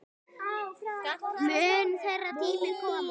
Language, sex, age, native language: Icelandic, female, 9, Icelandic